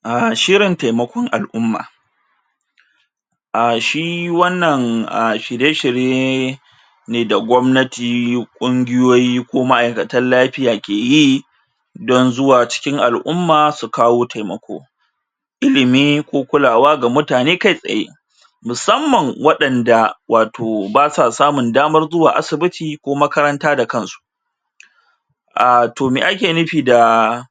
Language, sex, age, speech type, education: Hausa, male, 30-45, spontaneous, tertiary